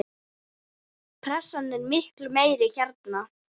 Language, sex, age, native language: Icelandic, female, 8, Icelandic